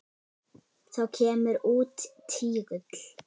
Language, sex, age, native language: Icelandic, female, 8, Icelandic